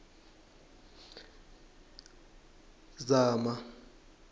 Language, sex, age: South Ndebele, male, 21